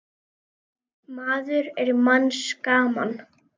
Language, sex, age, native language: Icelandic, male, 10, Icelandic